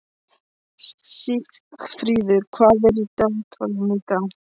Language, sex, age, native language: Icelandic, male, 13, Polish